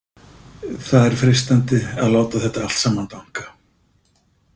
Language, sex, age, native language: Icelandic, male, 50-59, Icelandic